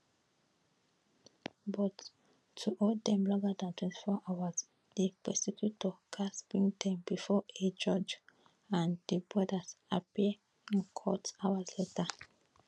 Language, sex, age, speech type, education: Nigerian Pidgin, female, 15-29, spontaneous, tertiary